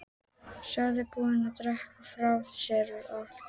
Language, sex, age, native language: Icelandic, female, 12, Icelandic